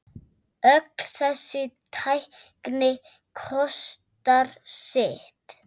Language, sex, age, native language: Icelandic, female, 7, Icelandic